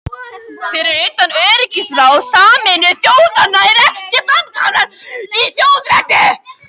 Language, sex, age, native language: Icelandic, female, 18-19, Icelandic